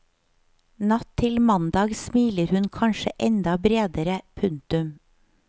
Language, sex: Norwegian, female